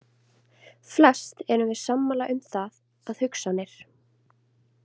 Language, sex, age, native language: Icelandic, female, 20-29, Icelandic